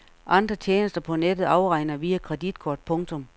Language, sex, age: Danish, female, 48